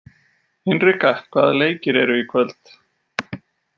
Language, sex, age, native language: Icelandic, male, 40-49, Icelandic